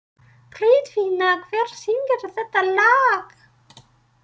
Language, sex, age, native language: Icelandic, female, 30-39, Icelandic